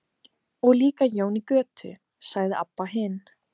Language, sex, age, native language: Icelandic, female, 15, Icelandic